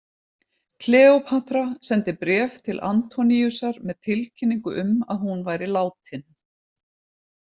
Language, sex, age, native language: Icelandic, female, 50-59, Icelandic